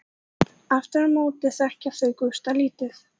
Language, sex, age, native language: Icelandic, female, 14, Icelandic